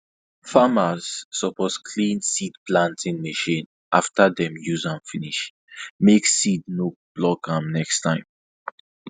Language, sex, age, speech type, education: Nigerian Pidgin, male, 15-29, spontaneous, tertiary